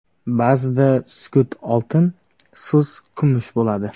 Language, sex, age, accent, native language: Uzbek, male, 19-29, Samarqand, Uzbek